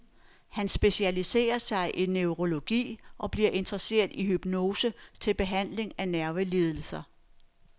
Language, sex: Danish, female